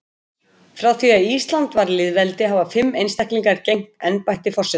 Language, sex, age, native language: Icelandic, female, 50-59, Icelandic